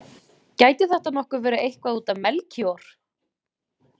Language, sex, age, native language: Icelandic, female, 20-29, Icelandic